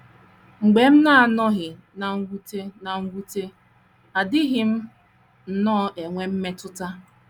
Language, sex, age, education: Igbo, female, 30-45, tertiary